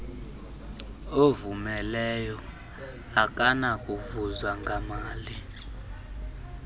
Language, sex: Xhosa, male